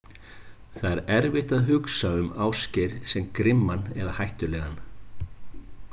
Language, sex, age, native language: Icelandic, male, 50-59, Icelandic